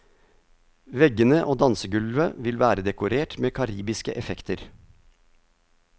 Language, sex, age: Norwegian, male, 50